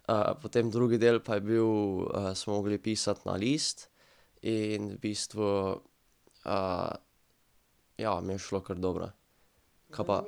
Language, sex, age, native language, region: Slovenian, male, 12-17, Slovenian, Drava region